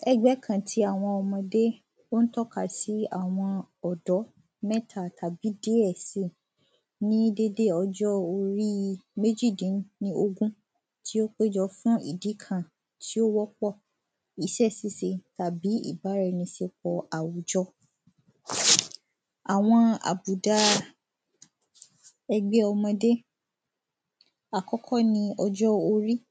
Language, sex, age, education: Yoruba, female, 15-29, secondary